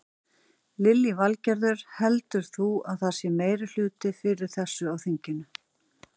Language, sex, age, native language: Icelandic, female, 40-49, Icelandic